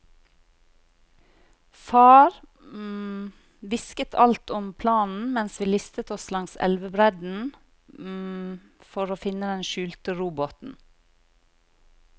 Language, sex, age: Norwegian, female, 40